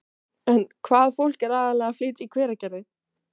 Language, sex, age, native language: Icelandic, female, 18-19, Icelandic